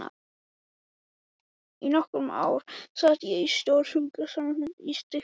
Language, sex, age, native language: Icelandic, male, 12, Icelandic